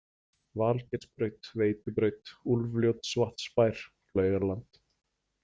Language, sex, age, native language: Icelandic, male, 40-49, Icelandic